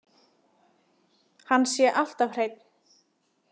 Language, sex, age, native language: Icelandic, female, 20-29, Icelandic